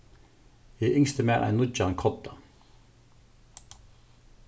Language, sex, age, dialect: Faroese, male, 36-60, Suðurstreymoy